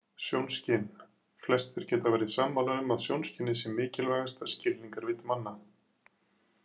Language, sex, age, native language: Icelandic, male, 40-49, Icelandic